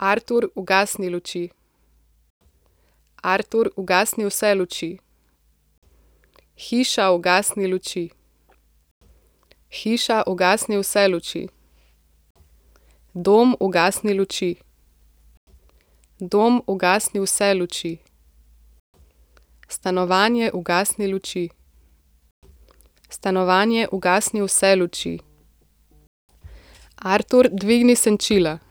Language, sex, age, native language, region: Slovenian, female, 18-29, Slovenian, Central Slovenia